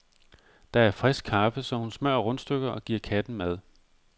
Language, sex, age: Danish, male, 45